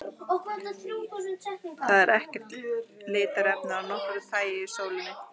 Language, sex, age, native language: Icelandic, female, 30-39, Icelandic